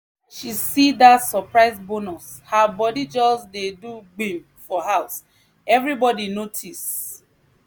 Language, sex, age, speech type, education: Nigerian Pidgin, female, 30-45, spontaneous, tertiary